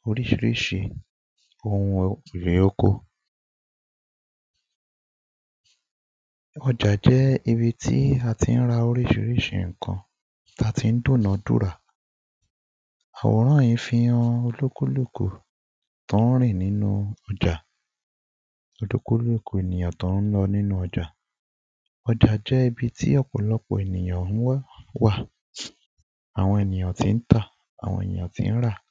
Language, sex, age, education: Yoruba, male, 15-29, primary